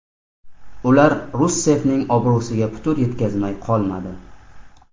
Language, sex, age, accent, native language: Uzbek, male, 25-34, Namangan, Uzbek